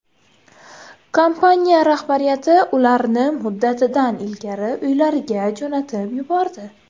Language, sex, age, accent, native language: Uzbek, female, 19-29, Toshkent shahri, Uzbek